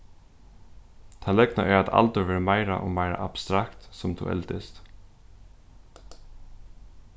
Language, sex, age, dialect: Faroese, male, 15-35, Suðurstreymoy